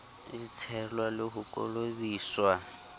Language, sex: Southern Sotho, male